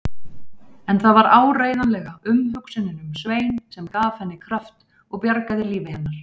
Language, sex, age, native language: Icelandic, female, 30-39, Icelandic